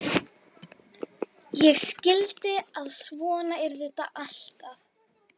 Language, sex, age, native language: Icelandic, female, 11, Icelandic